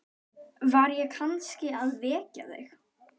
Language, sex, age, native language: Icelandic, female, 12, Icelandic